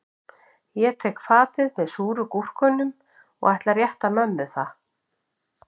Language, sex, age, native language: Icelandic, female, 50-59, Icelandic